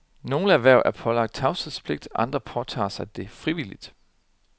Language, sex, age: Danish, male, 30